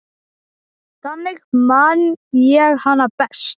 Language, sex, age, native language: Icelandic, male, 10, Icelandic